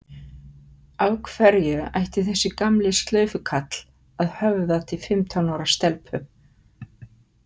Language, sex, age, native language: Icelandic, female, 50-59, Icelandic